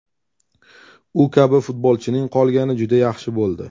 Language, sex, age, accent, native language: Uzbek, male, 35+, Toshkent shahri, Uzbek